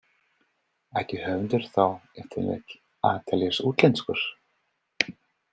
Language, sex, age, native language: Icelandic, male, 30-39, English